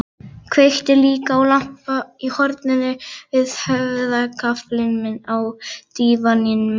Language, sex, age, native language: Icelandic, female, 11, Icelandic